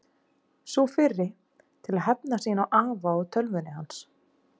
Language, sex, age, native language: Icelandic, female, 30-39, Icelandic